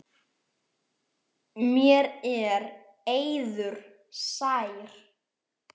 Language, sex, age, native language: Icelandic, male, 10, Icelandic